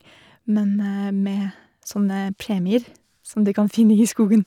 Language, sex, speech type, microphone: Norwegian, female, spontaneous, Shure